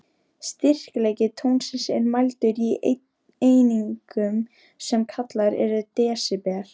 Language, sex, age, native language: Icelandic, female, 13, Icelandic